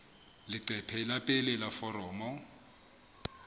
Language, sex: Southern Sotho, male